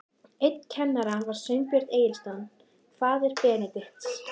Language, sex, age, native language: Icelandic, female, 14, Icelandic